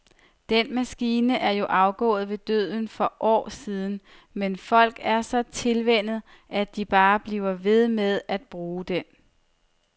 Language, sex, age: Danish, female, 30